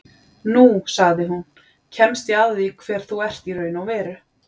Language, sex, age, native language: Icelandic, female, 40-49, Icelandic